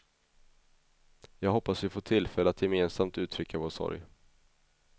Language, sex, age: Swedish, male, 21